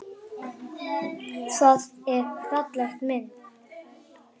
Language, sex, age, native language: Icelandic, female, 9, Icelandic